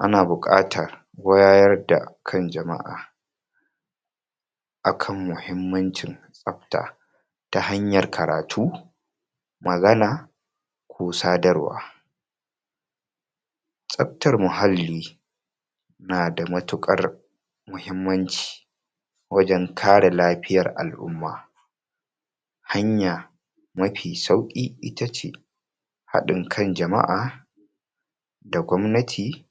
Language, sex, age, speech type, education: Hausa, male, 46-60, spontaneous, tertiary